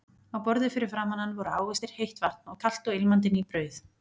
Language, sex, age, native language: Icelandic, female, 40-49, Icelandic